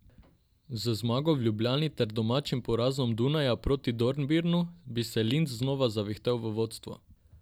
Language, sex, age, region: Slovenian, male, 18-29, Drava region